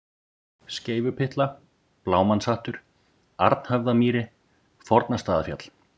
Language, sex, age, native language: Icelandic, male, 40-49, Icelandic